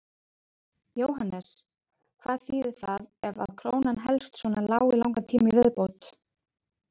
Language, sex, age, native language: Icelandic, female, 30-39, Icelandic